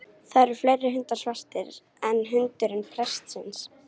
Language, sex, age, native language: Icelandic, female, 18-19, Icelandic